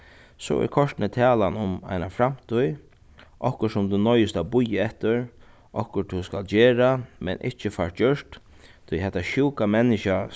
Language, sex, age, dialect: Faroese, male, 36-60, Suðuroy